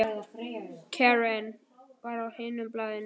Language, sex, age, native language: Icelandic, male, 10, Icelandic